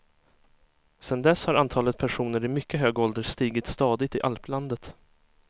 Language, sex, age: Swedish, male, 23